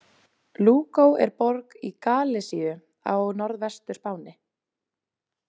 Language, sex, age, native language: Icelandic, female, 20-29, Icelandic